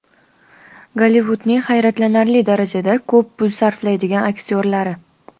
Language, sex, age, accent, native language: Uzbek, female, 25-34, Toshkent shahri, Uzbek